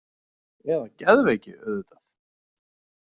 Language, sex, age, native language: Icelandic, male, 40-49, Icelandic